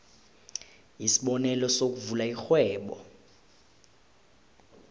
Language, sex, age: South Ndebele, male, 20